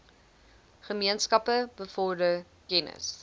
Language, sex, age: Afrikaans, female, 20